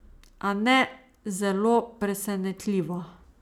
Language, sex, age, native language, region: Slovenian, female, 30-49, Slovenian, Savinja region